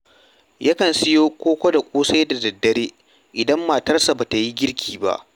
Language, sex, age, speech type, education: Hausa, male, 15-29, read, tertiary